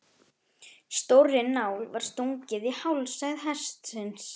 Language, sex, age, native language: Icelandic, female, 11, Icelandic